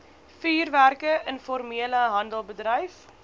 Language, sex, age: Afrikaans, female, 20